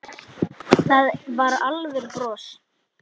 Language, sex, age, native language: Icelandic, male, 9, Icelandic